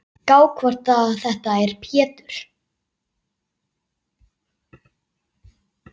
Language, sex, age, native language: Icelandic, male, 8, Icelandic